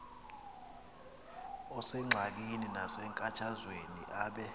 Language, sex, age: Xhosa, male, 26